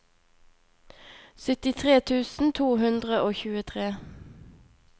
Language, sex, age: Norwegian, female, 21